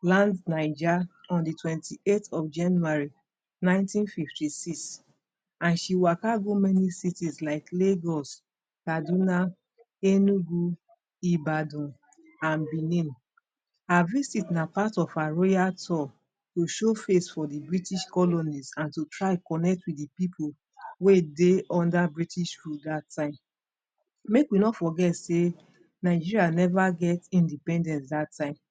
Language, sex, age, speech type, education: Nigerian Pidgin, female, 46-60, spontaneous, tertiary